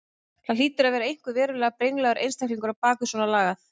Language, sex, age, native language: Icelandic, female, 30-39, Icelandic